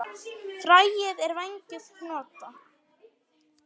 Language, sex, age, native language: Icelandic, female, 9, Icelandic